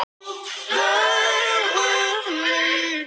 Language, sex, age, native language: Icelandic, other, 18-19, Icelandic